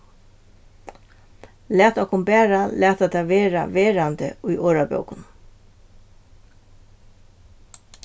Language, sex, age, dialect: Faroese, female, 36-60, Vágar